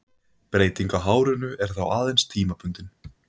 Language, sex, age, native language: Icelandic, male, 20-29, Icelandic